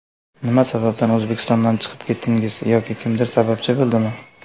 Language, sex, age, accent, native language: Uzbek, male, 19-29, Qashqadaryo, Uzbek